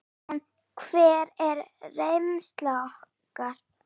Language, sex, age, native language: Icelandic, female, 8, Icelandic